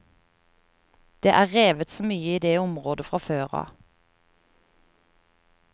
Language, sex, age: Norwegian, female, 30